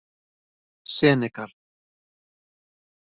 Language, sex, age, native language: Icelandic, male, 50-59, Icelandic